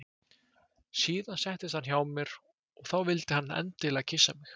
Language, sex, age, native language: Icelandic, male, 20-29, Icelandic